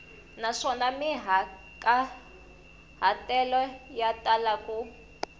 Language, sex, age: Tsonga, female, 21